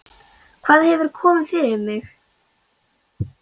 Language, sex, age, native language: Icelandic, female, 10, Icelandic